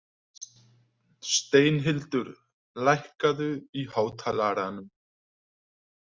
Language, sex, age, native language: Icelandic, male, 20-29, Icelandic